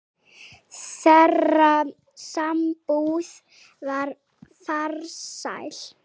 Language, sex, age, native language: Icelandic, female, 8, Icelandic